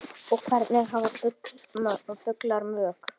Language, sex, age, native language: Icelandic, male, 9, Icelandic